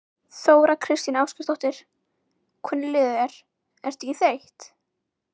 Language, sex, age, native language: Icelandic, female, 11, Icelandic